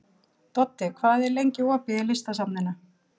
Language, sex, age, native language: Icelandic, female, 40-49, Icelandic